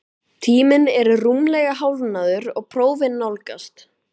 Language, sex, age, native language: Icelandic, male, 12, Icelandic